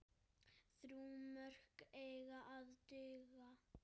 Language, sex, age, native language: Icelandic, male, 7, Icelandic